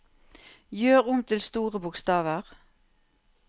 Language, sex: Norwegian, female